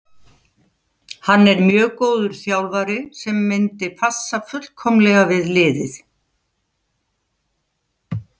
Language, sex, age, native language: Icelandic, female, 70-79, Icelandic